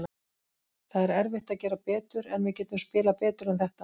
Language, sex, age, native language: Icelandic, female, 40-49, Icelandic